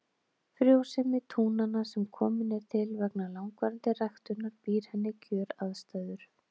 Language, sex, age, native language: Icelandic, female, 30-39, Icelandic